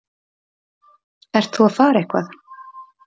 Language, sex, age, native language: Icelandic, female, 30-39, Icelandic